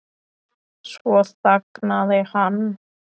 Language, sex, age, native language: Icelandic, male, 10, Icelandic